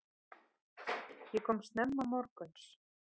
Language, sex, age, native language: Icelandic, female, 30-39, Icelandic